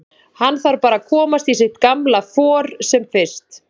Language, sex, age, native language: Icelandic, female, 30-39, Icelandic